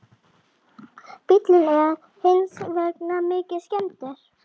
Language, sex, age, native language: Icelandic, female, 40-49, Icelandic